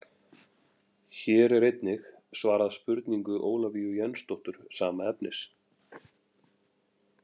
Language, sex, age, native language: Icelandic, male, 40-49, Icelandic